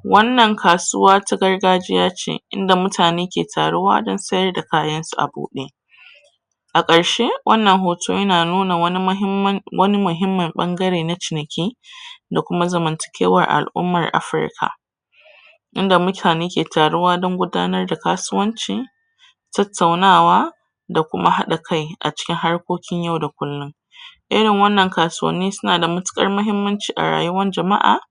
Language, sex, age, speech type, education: Hausa, female, 30-45, spontaneous, tertiary